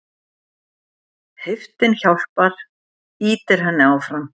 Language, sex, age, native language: Icelandic, female, 70-79, Icelandic